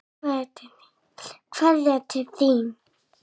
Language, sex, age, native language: Icelandic, male, 5, Icelandic